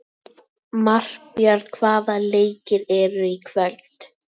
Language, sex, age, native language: Icelandic, female, 18-19, Icelandic